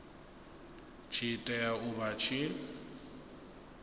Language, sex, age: Venda, male, 22